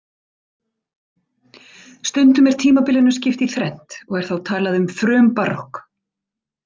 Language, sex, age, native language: Icelandic, female, 40-49, Icelandic